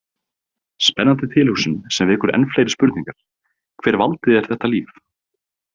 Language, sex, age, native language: Icelandic, male, 30-39, Icelandic